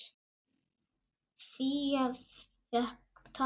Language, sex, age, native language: Icelandic, male, 9, Icelandic